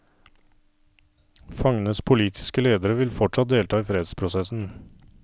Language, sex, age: Norwegian, male, 39